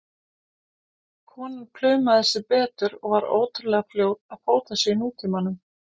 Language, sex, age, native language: Icelandic, female, 40-49, Icelandic